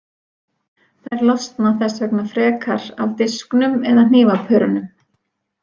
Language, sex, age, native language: Icelandic, female, 40-49, Icelandic